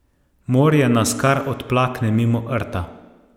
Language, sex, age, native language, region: Slovenian, male, 30-49, Slovenian, Savinja region